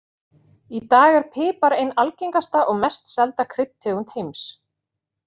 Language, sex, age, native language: Icelandic, female, 40-49, Icelandic